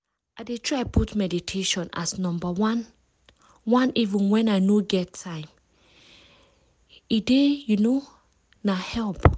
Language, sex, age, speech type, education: Nigerian Pidgin, female, 15-29, spontaneous, tertiary